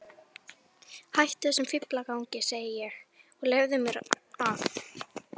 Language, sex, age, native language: Icelandic, female, 11, Icelandic